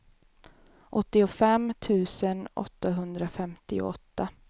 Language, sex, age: Swedish, female, 18